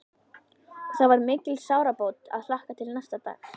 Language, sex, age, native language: Icelandic, female, 11, Icelandic